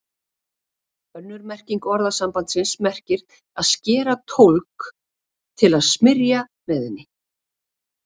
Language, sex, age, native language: Icelandic, female, 40-49, Icelandic